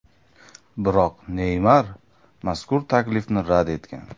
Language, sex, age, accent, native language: Uzbek, male, 25-34, Toshkent viloyati, Uzbek